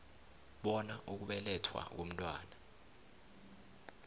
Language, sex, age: South Ndebele, male, 21